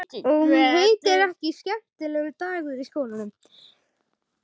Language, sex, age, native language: Icelandic, other, 12, Icelandic